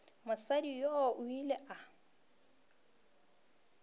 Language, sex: Northern Sotho, female